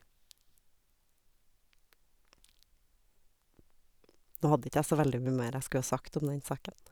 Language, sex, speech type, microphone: Norwegian, female, spontaneous, Sennheiser